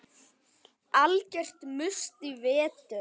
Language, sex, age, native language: Icelandic, male, 10, Icelandic